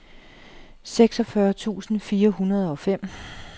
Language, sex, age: Danish, female, 37